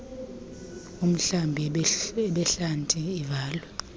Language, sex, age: Xhosa, female, 23